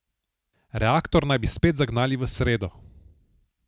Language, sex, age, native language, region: Slovenian, male, 18-29, Slovenian, Southeast Slovenia